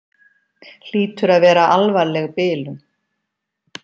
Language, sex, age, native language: Icelandic, female, 50-59, Icelandic